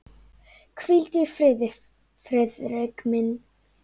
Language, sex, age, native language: Icelandic, female, 9, Icelandic